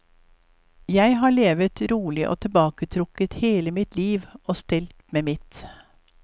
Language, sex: Norwegian, female